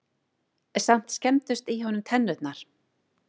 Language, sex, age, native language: Icelandic, female, 40-49, Icelandic